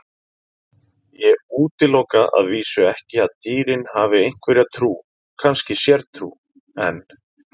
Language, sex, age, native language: Icelandic, male, 30-39, Icelandic